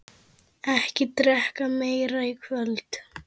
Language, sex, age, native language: Icelandic, female, 10, Icelandic